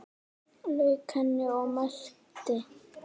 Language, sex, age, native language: Icelandic, male, 10, Icelandic